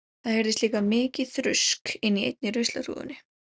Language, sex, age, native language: Icelandic, female, 17, Icelandic